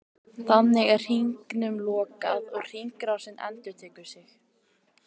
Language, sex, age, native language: Icelandic, female, 18-19, Icelandic